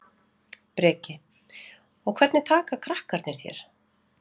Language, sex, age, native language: Icelandic, female, 40-49, Icelandic